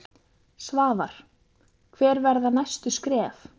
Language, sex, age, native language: Icelandic, female, 20-29, Icelandic